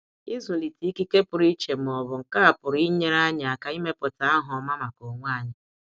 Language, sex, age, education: Igbo, female, 46-60, tertiary